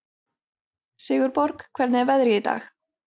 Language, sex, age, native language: Icelandic, female, 30-39, Icelandic